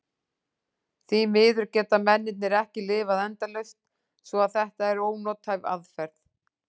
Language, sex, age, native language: Icelandic, female, 40-49, Icelandic